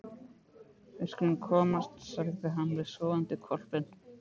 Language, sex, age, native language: Icelandic, male, 15, Icelandic